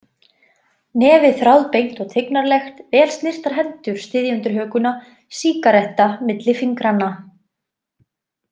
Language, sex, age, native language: Icelandic, female, 20-29, Icelandic